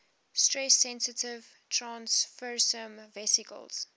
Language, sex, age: English, female, 18